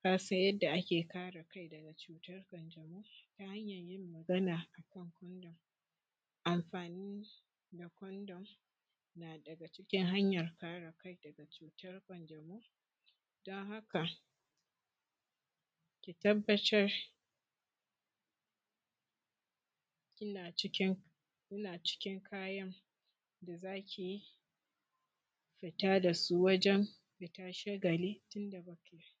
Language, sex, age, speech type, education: Hausa, female, 15-29, spontaneous, secondary